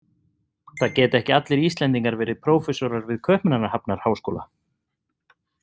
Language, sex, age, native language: Icelandic, male, 30-39, Icelandic